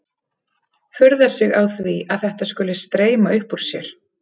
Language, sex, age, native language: Icelandic, female, 30-39, Icelandic